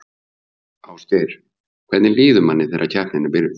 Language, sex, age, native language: Icelandic, male, 50-59, Icelandic